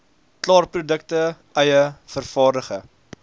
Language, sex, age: Afrikaans, male, 22